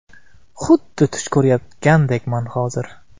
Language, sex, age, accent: Uzbek, male, 18-24, Qoraqalpog'iston